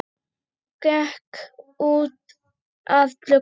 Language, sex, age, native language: Icelandic, male, 8, Icelandic